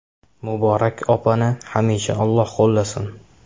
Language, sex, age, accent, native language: Uzbek, male, 25-34, Samarqand, Uzbek